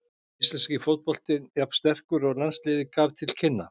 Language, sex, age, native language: Icelandic, male, 50-59, Icelandic